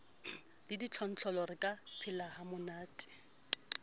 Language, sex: Southern Sotho, female